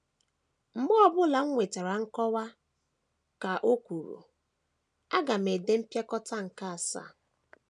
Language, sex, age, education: Igbo, female, 15-29, tertiary